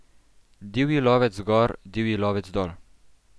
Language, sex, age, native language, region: Slovenian, male, 12-17, Slovenian, Central Slovenia